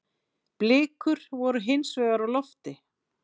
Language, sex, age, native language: Icelandic, female, 40-49, Icelandic